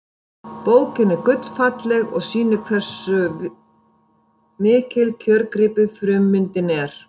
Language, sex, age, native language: Icelandic, female, 50-59, Icelandic